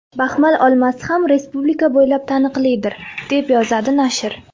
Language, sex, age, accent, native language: Uzbek, female, 19-29, Farg'ona, Uzbek